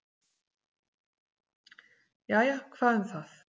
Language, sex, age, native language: Icelandic, female, 40-49, Icelandic